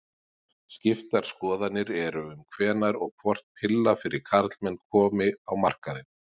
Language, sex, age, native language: Icelandic, male, 40-49, Icelandic